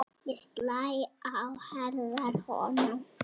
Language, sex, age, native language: Icelandic, male, 6, Icelandic